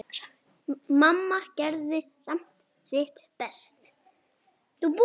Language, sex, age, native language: Icelandic, male, 6, Icelandic